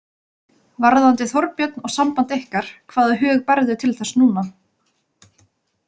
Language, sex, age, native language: Icelandic, female, 20-29, Icelandic